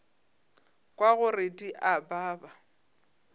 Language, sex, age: Northern Sotho, female, 22